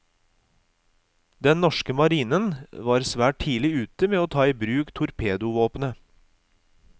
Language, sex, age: Norwegian, male, 36